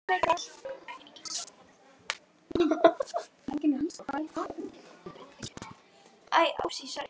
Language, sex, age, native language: Icelandic, female, 12, Icelandic